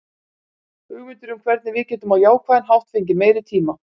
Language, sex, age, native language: Icelandic, female, 40-49, Icelandic